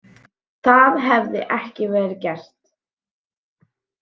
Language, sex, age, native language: Icelandic, female, 18-19, Icelandic